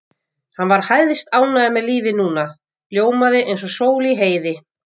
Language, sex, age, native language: Icelandic, female, 50-59, Icelandic